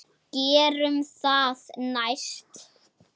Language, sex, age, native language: Icelandic, male, 8, Icelandic